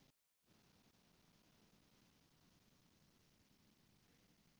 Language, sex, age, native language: Icelandic, female, 60-69, Icelandic